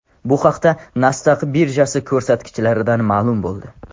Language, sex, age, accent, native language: Uzbek, male, under 19, Andijon, Tajik